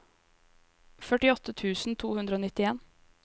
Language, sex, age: Norwegian, female, 23